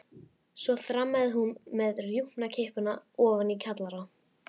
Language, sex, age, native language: Icelandic, female, 11, Icelandic